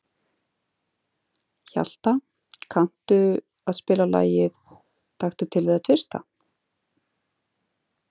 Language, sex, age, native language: Icelandic, female, 40-49, Icelandic